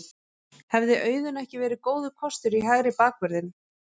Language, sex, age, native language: Icelandic, female, 11, Icelandic